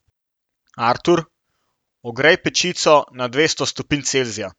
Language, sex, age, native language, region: Slovenian, male, 18-29, Slovenian, Central Slovenia